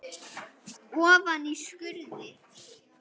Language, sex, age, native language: Icelandic, male, 9, Icelandic